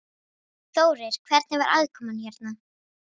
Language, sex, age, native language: Icelandic, female, 10, Icelandic